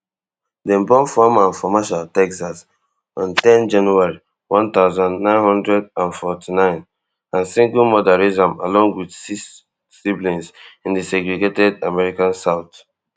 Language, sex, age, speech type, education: Nigerian Pidgin, male, 15-29, spontaneous, tertiary